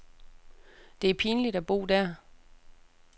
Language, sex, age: Danish, female, 36